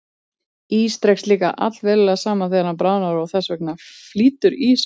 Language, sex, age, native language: Icelandic, female, 30-39, Icelandic